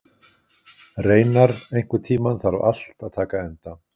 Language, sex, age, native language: Icelandic, male, 60-69, Icelandic